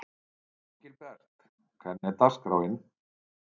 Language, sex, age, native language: Icelandic, male, 30-39, Icelandic